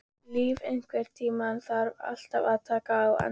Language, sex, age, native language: Icelandic, female, 13, Icelandic